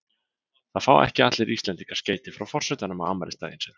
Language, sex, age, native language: Icelandic, male, 20-29, Icelandic